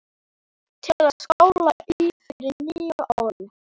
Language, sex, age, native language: Icelandic, male, 11, Icelandic